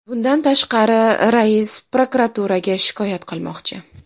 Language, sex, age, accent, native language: Uzbek, female, 19-29, Farg'ona, Uzbek